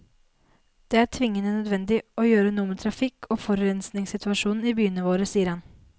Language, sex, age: Norwegian, female, 19